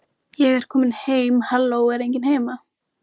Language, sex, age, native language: Icelandic, male, 14, Icelandic